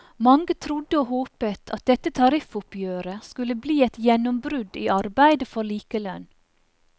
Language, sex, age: Norwegian, female, 44